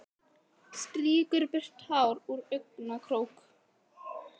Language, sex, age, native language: Icelandic, female, 18-19, Icelandic